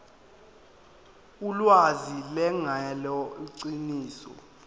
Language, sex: Zulu, male